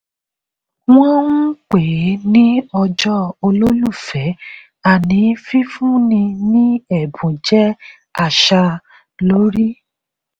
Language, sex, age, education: Yoruba, female, 30-45, tertiary